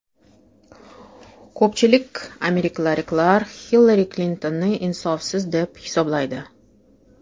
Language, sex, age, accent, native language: Uzbek, female, 35+, Toshkent shahri, Russian